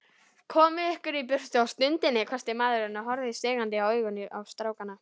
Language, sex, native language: Icelandic, female, Icelandic